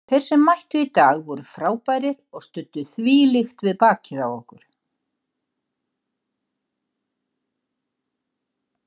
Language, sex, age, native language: Icelandic, female, 60-69, Icelandic